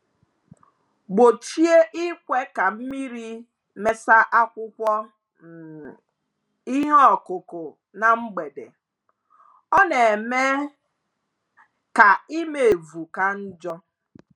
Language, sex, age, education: Igbo, female, 30-45, tertiary